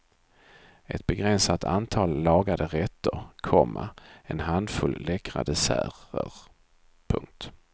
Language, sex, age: Swedish, male, 42